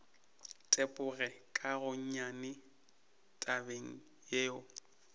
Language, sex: Northern Sotho, male